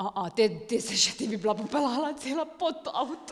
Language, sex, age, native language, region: Slovenian, female, 30-49, Slovenian, Drava region